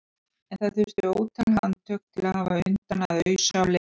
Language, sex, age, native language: Icelandic, female, 50-59, Icelandic